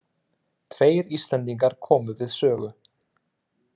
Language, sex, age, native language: Icelandic, male, 30-39, Icelandic